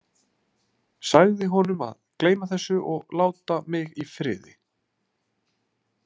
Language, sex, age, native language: Icelandic, male, 30-39, Icelandic